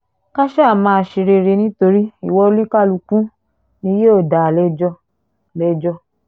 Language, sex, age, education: Yoruba, female, 15-29, tertiary